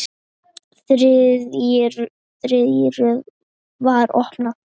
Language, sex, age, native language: Icelandic, female, 9, Icelandic